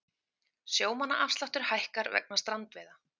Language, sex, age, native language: Icelandic, female, 30-39, Icelandic